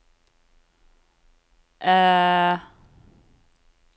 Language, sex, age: Norwegian, female, 40